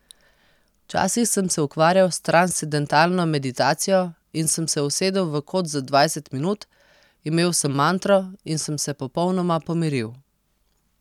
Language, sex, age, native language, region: Slovenian, female, 30-49, Slovenian, Posavska region